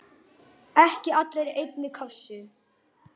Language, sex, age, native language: Icelandic, male, 9, Icelandic